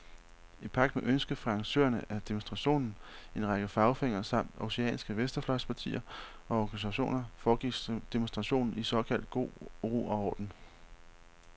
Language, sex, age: Danish, male, 31